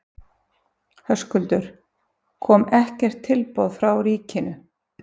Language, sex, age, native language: Icelandic, female, 50-59, Icelandic